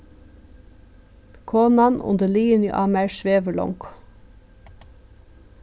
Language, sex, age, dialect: Faroese, female, 36-60, Suðurstreymoy